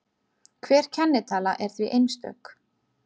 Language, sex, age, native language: Icelandic, female, 30-39, Icelandic